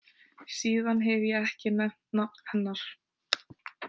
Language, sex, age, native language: Icelandic, female, 18-19, Icelandic